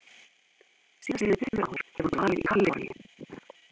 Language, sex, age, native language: Icelandic, female, 50-59, Icelandic